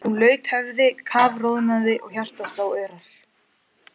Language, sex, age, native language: Icelandic, male, 14, Icelandic